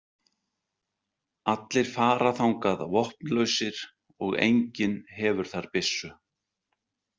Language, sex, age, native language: Icelandic, male, 60-69, Icelandic